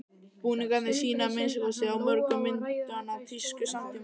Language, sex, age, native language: Icelandic, male, 12, Icelandic